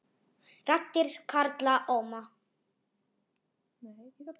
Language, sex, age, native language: Icelandic, female, 40-49, Icelandic